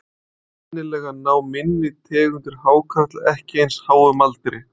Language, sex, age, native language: Icelandic, male, 20-29, Icelandic